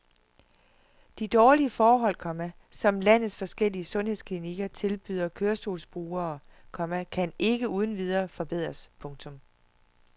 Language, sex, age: Danish, female, 41